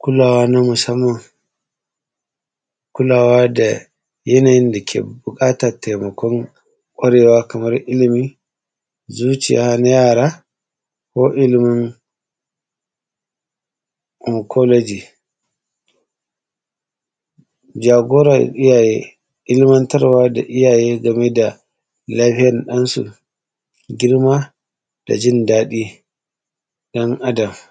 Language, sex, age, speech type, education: Hausa, male, 30-45, spontaneous, tertiary